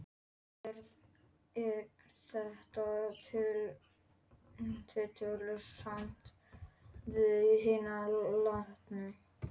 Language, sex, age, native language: Icelandic, male, 11, Polish